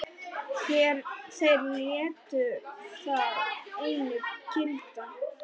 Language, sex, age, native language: Icelandic, female, 10, Icelandic